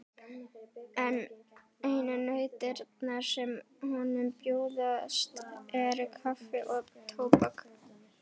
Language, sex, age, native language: Icelandic, female, 12, Icelandic